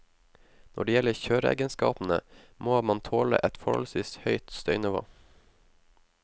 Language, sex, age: Norwegian, male, 19